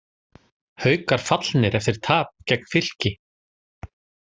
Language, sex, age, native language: Icelandic, male, 40-49, Icelandic